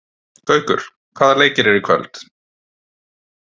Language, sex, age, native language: Icelandic, male, 20-29, Icelandic